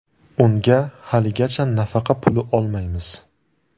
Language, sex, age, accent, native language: Uzbek, male, 19-29, Surxondaryo, Uzbek